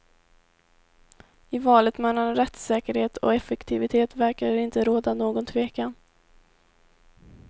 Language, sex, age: Swedish, female, 18